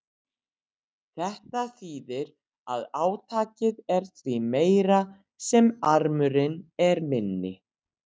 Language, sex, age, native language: Icelandic, female, 60-69, Icelandic